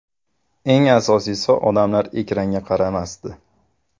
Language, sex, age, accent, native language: Uzbek, male, 25-34, Farg'ona, Uzbek